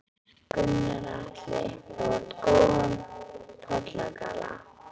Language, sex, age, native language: Icelandic, female, 11, Icelandic